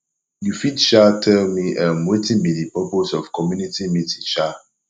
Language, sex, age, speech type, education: Nigerian Pidgin, male, 15-29, spontaneous, tertiary